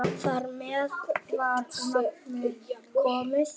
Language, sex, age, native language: Icelandic, male, 8, Icelandic